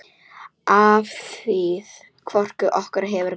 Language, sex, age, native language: Icelandic, female, 10, Polish